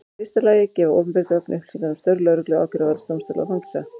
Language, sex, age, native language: Icelandic, female, 40-49, Icelandic